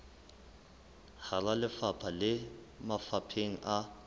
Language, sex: Southern Sotho, male